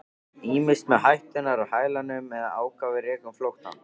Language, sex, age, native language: Icelandic, male, 13, Icelandic